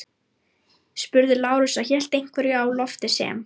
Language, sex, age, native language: Icelandic, female, 18-19, Lithuanian